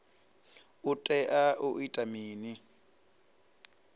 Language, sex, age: Venda, male, 19